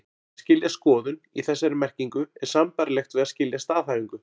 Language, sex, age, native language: Icelandic, male, 40-49, Icelandic